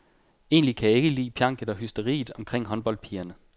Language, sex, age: Danish, male, 29